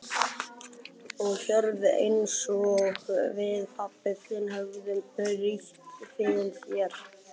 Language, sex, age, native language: Icelandic, male, 11, Icelandic